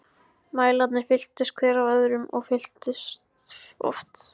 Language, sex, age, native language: Icelandic, male, 14, Icelandic